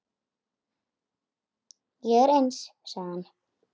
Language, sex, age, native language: Icelandic, female, 8, Icelandic